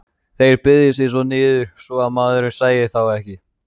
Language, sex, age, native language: Icelandic, male, 14, Icelandic